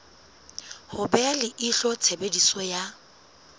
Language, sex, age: Southern Sotho, female, 19